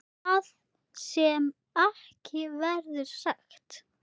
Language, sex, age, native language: Icelandic, female, 8, Icelandic